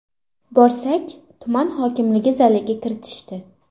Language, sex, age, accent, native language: Uzbek, female, 18-24, Farg'ona, Uzbek